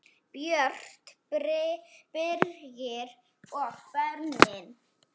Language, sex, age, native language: Icelandic, female, 7, Icelandic